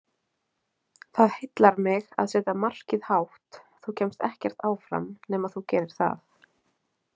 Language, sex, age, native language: Icelandic, female, 20-29, Icelandic